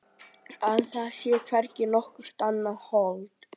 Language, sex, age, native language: Icelandic, male, 12, Icelandic